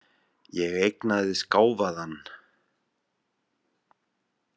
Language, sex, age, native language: Icelandic, male, 50-59, Icelandic